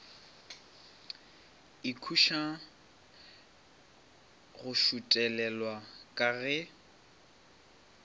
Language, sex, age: Northern Sotho, male, 23